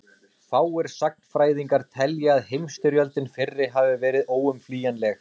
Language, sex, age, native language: Icelandic, male, 30-39, Icelandic